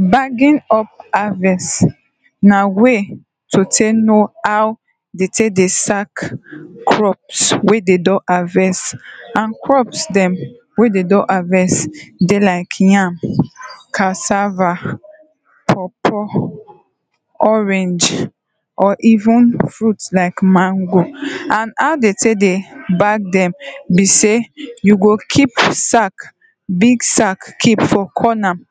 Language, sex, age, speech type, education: Nigerian Pidgin, female, 15-29, spontaneous, tertiary